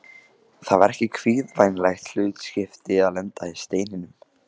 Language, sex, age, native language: Icelandic, male, 15, Icelandic